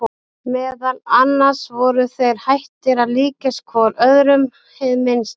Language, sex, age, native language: Icelandic, female, 30-39, Icelandic